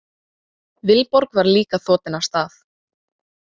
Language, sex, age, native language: Icelandic, female, 18-19, Icelandic